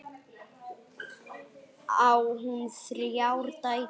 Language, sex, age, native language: Icelandic, male, 8, Icelandic